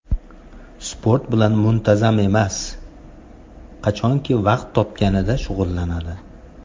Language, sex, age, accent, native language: Uzbek, male, 25-34, Toshkent shahri, Uzbek